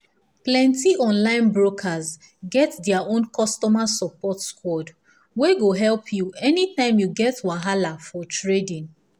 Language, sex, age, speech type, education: Nigerian Pidgin, female, 15-29, spontaneous, tertiary